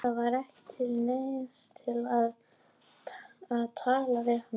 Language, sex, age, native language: Icelandic, female, 11, Icelandic